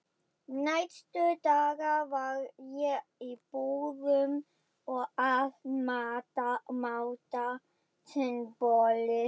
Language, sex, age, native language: Icelandic, female, 11, German